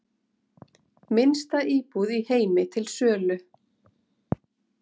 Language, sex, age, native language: Icelandic, female, 40-49, Icelandic